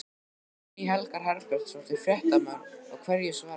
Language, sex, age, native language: Icelandic, male, 12, Icelandic